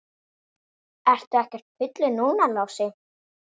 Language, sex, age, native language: Icelandic, female, 8, Icelandic